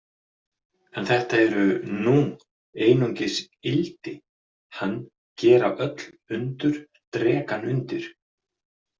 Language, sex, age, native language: Icelandic, male, 40-49, Icelandic